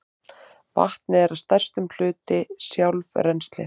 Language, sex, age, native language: Icelandic, male, 30-39, Icelandic